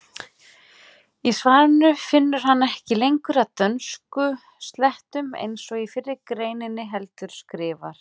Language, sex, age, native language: Icelandic, female, 40-49, Icelandic